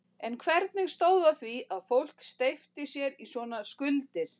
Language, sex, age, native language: Icelandic, female, 40-49, Icelandic